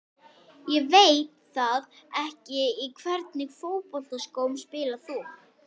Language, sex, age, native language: Icelandic, female, 11, Icelandic